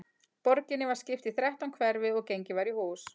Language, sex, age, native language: Icelandic, female, 40-49, Icelandic